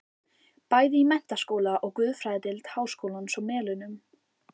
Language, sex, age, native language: Icelandic, female, 14, Icelandic